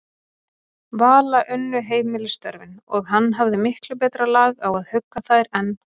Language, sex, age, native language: Icelandic, female, 30-39, Icelandic